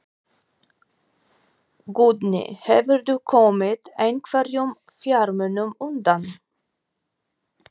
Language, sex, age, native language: Icelandic, female, 40-49, Polish